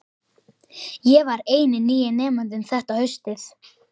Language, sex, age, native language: Icelandic, male, 11, Icelandic